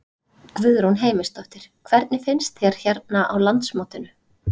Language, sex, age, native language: Icelandic, female, 30-39, Icelandic